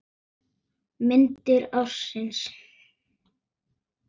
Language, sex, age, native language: Icelandic, male, 9, Icelandic